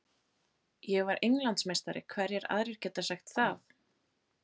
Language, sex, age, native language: Icelandic, female, 30-39, Icelandic